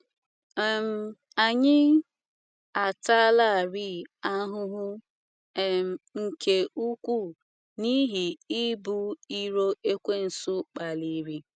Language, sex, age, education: Igbo, female, 15-29, tertiary